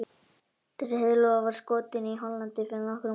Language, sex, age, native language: Icelandic, male, 18-19, Icelandic